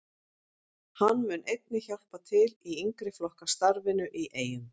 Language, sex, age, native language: Icelandic, female, 50-59, Icelandic